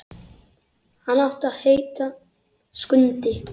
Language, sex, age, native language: Icelandic, female, 8, Icelandic